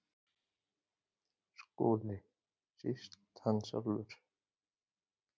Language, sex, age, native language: Icelandic, male, 30-39, Icelandic